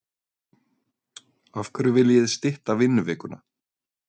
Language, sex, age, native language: Icelandic, male, 30-39, Icelandic